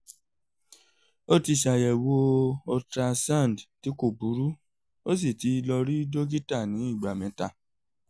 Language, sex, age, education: Yoruba, male, 30-45, tertiary